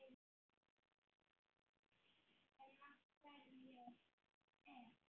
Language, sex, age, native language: Icelandic, male, 9, Icelandic